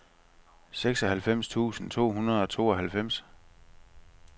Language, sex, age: Danish, male, 45